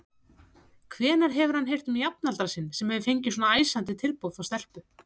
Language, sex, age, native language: Icelandic, female, 30-39, Icelandic